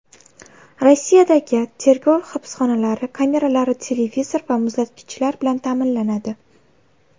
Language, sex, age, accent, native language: Uzbek, female, 18-24, Navoiy, Uzbek